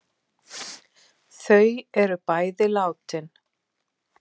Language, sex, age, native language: Icelandic, female, 6, Icelandic